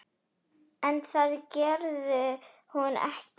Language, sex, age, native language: Icelandic, female, 10, Icelandic